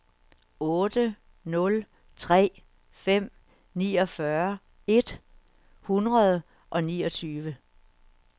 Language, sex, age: Danish, female, 61